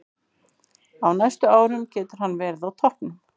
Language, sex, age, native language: Icelandic, female, 50-59, Icelandic